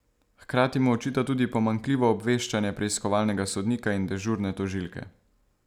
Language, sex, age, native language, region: Slovenian, male, 18-29, Slovenian, Savinja region